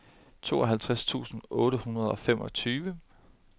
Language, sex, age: Danish, male, 30